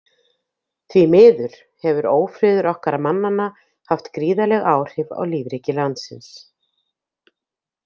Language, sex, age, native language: Icelandic, female, 50-59, Icelandic